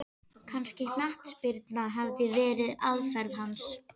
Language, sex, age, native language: Icelandic, female, 12, Icelandic